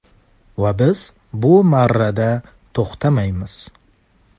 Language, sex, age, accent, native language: Uzbek, male, 18-24, Farg'ona, Uzbek